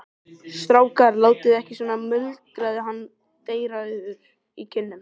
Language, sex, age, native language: Icelandic, male, 13, Icelandic